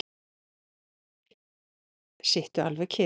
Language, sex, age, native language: Icelandic, female, 9, Icelandic